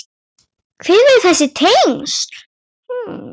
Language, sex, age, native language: Icelandic, female, 8, Icelandic